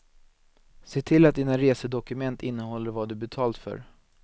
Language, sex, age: Swedish, male, 19